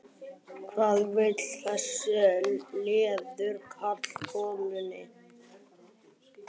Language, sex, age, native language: Icelandic, male, 11, Icelandic